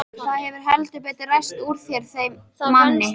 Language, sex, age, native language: Icelandic, female, 13, Icelandic